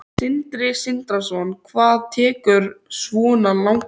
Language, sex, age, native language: Icelandic, other, 13, Icelandic